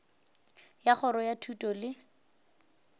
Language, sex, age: Northern Sotho, female, 18